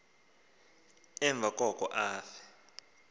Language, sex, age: Xhosa, male, 19